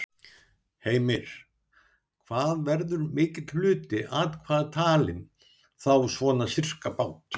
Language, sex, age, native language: Icelandic, male, 60-69, Icelandic